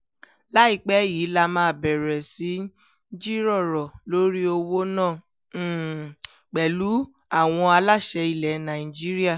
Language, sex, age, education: Yoruba, female, 15-29, tertiary